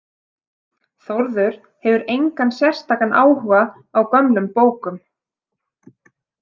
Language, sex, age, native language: Icelandic, female, 30-39, Icelandic